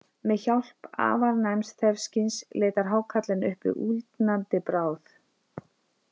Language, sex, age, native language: Icelandic, female, 50-59, Icelandic